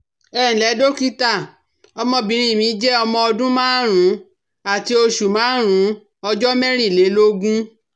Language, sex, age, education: Yoruba, female, 30-45, tertiary